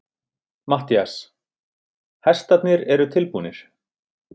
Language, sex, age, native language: Icelandic, male, 30-39, Icelandic